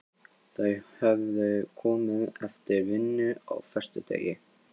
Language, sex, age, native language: Icelandic, male, 15, Icelandic